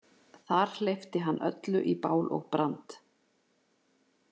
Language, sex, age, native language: Icelandic, female, 40-49, Icelandic